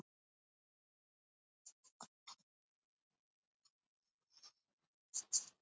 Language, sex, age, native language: Icelandic, male, 70-79, Icelandic